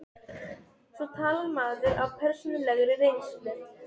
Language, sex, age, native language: Icelandic, female, 12, Serbo-Croatian